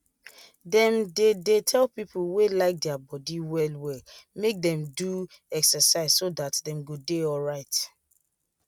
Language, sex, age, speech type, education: Nigerian Pidgin, female, 30-45, spontaneous, tertiary